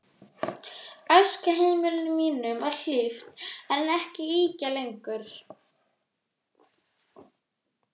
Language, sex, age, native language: Icelandic, female, 12, Icelandic